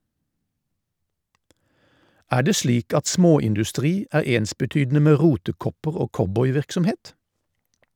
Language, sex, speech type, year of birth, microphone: Norwegian, male, read, 1952, Shure